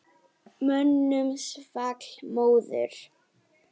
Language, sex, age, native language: Icelandic, female, 7, Icelandic